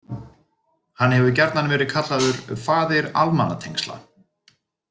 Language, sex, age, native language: Icelandic, male, 30-39, Icelandic